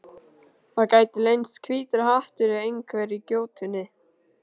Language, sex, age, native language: Icelandic, male, 13, Icelandic